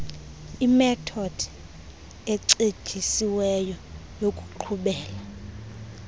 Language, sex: Xhosa, female